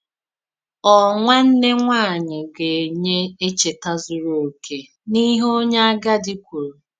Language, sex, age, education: Igbo, female, 15-29, tertiary